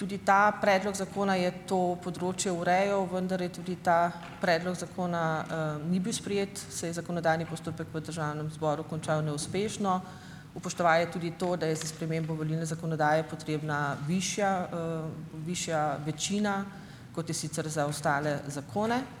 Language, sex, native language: Slovenian, female, Slovenian